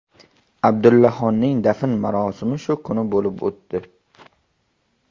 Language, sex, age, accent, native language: Uzbek, male, 18-24, Qashqadaryo, Uzbek